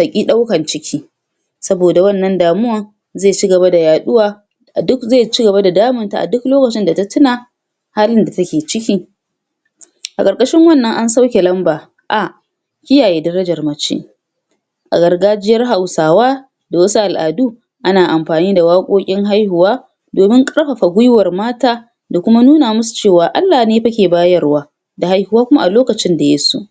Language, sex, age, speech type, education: Hausa, female, 46-60, spontaneous, tertiary